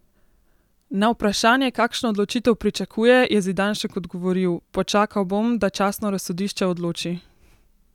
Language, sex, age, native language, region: Slovenian, female, 18-29, Slovenian, Central Slovenia